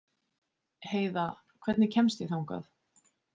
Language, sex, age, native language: Icelandic, female, 20-29, Icelandic